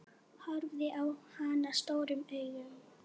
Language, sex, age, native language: Icelandic, female, 10, Polish